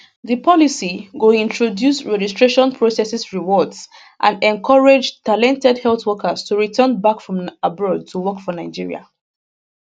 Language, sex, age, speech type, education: Nigerian Pidgin, female, 15-29, spontaneous, tertiary